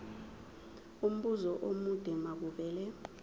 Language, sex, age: Zulu, female, 23